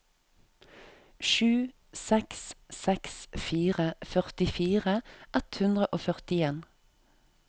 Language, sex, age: Norwegian, female, 34